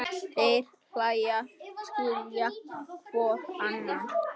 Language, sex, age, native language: Icelandic, male, 10, Icelandic